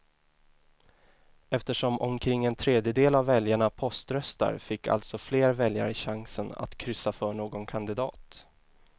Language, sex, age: Swedish, male, 24